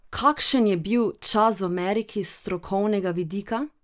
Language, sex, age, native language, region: Slovenian, female, 18-29, Slovenian, Drava region